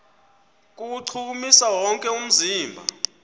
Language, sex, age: Xhosa, male, 24